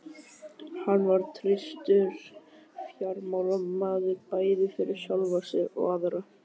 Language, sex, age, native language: Icelandic, male, 12, Icelandic